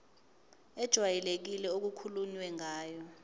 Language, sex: Zulu, female